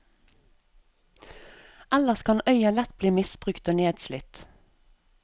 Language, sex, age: Norwegian, female, 34